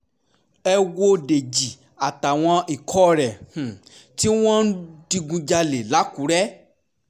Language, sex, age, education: Yoruba, male, 15-29, tertiary